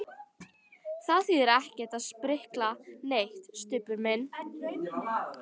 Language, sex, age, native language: Icelandic, female, 13, Icelandic